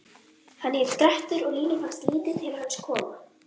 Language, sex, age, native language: Icelandic, female, 11, Icelandic